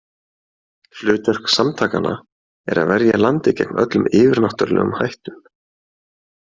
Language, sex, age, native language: Icelandic, male, 40-49, Icelandic